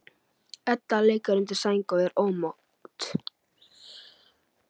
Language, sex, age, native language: Icelandic, male, 11, Icelandic